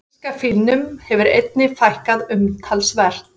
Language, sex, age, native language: Icelandic, female, 50-59, Icelandic